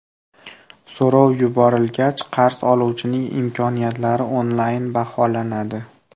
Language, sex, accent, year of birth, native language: Uzbek, male, Farg'ona, 2000, Uzbek